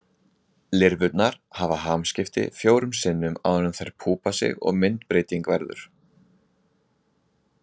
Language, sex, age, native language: Icelandic, male, 20-29, Icelandic